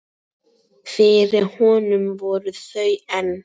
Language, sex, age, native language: Icelandic, female, 18-19, Icelandic